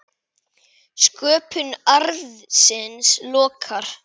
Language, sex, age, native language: Icelandic, female, 10, Icelandic